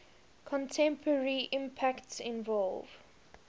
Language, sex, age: English, female, 20